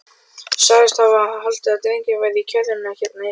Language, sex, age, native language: Icelandic, male, 12, Icelandic